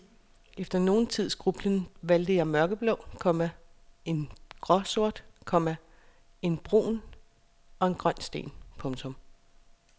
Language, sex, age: Danish, female, 36